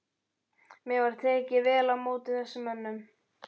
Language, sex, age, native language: Icelandic, male, 12, Icelandic